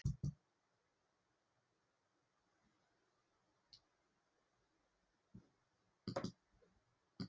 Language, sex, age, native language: Icelandic, female, 40-49, Icelandic